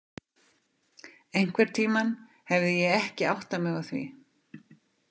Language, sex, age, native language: Icelandic, female, 50-59, Icelandic